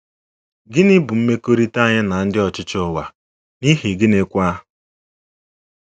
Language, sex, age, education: Igbo, male, 15-29, secondary